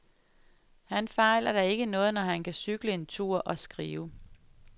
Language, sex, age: Danish, female, 35